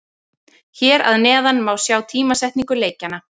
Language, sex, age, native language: Icelandic, female, 30-39, Icelandic